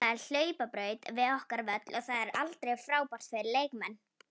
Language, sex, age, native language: Icelandic, female, 18-19, Icelandic